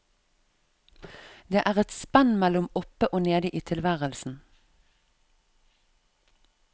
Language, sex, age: Norwegian, female, 34